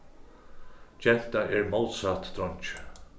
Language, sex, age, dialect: Faroese, male, 36-60, Suðurstreymoy